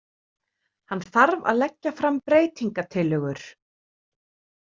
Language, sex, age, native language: Icelandic, female, 30-39, Icelandic